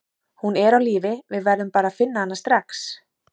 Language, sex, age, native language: Icelandic, female, 30-39, Icelandic